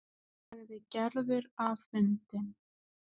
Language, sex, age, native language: Icelandic, female, 20-29, Icelandic